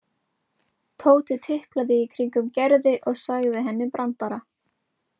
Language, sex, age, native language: Icelandic, female, 18-19, Icelandic